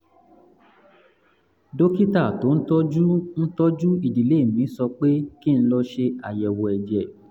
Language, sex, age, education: Yoruba, male, 15-29, tertiary